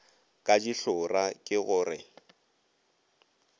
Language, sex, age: Northern Sotho, male, 22